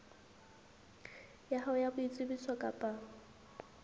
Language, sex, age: Southern Sotho, female, 19